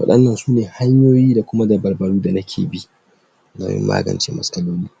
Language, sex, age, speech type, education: Hausa, male, 46-60, spontaneous, tertiary